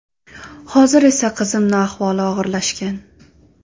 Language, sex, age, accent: Uzbek, female, 18-24, Toshkent shahri